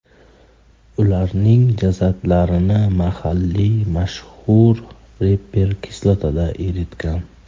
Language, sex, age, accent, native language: Uzbek, male, 25-34, Qashqadaryo, Uzbek